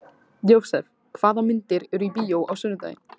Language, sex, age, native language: Icelandic, male, 14, Icelandic